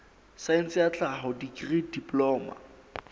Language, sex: Southern Sotho, male